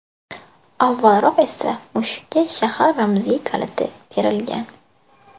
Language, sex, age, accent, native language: Uzbek, female, 18-24, Buxoro, Uzbek